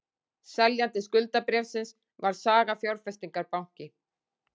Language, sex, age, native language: Icelandic, female, 40-49, Icelandic